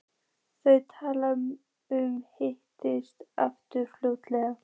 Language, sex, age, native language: Icelandic, female, 14, Icelandic